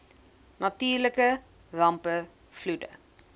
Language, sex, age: Afrikaans, female, 20